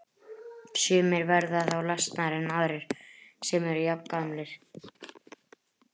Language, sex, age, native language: Icelandic, female, 30-39, Icelandic